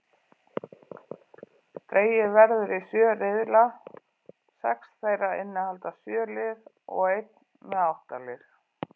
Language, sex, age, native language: Icelandic, female, 40-49, Icelandic